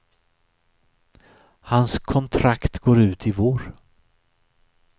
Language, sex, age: Swedish, male, 63